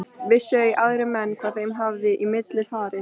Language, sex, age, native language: Icelandic, female, 13, Icelandic